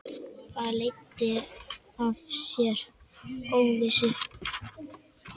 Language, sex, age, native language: Icelandic, male, 10, Icelandic